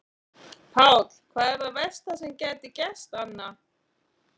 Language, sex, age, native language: Icelandic, female, 40-49, Icelandic